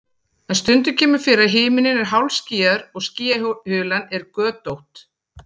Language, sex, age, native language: Icelandic, female, 40-49, Icelandic